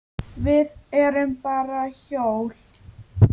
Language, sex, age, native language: Icelandic, female, 9, Icelandic